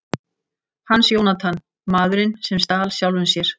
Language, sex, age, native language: Icelandic, female, 60-69, Icelandic